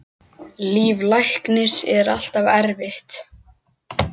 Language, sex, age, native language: Icelandic, male, 10, Icelandic